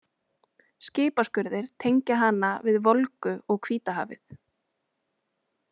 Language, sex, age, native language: Icelandic, female, 20-29, Icelandic